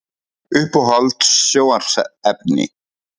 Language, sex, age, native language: Icelandic, male, 30-39, Icelandic